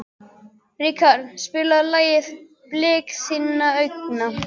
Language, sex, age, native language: Icelandic, other, 12, Icelandic